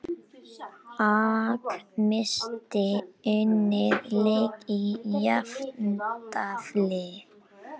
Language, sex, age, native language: Icelandic, male, 18-19, Icelandic